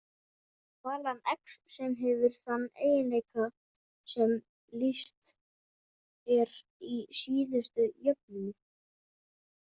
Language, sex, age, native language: Icelandic, male, 18-19, Icelandic